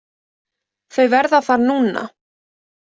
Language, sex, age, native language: Icelandic, female, 20-29, Icelandic